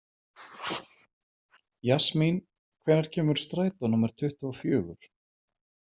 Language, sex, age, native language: Icelandic, male, 40-49, Icelandic